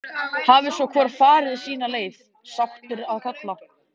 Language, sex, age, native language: Icelandic, male, 13, Icelandic